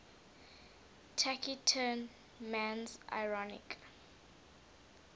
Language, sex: English, female